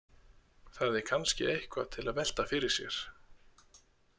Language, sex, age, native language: Icelandic, male, 30-39, Icelandic